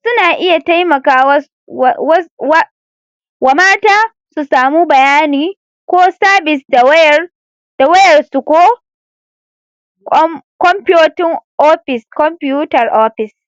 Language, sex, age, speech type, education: Hausa, female, 46-60, spontaneous, secondary